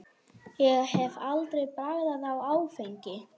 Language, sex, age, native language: Icelandic, male, 6, Icelandic